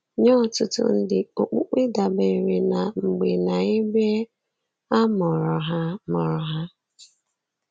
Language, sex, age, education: Igbo, female, 15-29, secondary